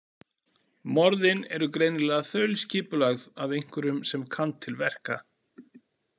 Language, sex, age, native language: Icelandic, male, 40-49, Icelandic